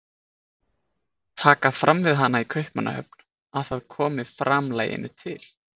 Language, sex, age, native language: Icelandic, male, 20-29, Icelandic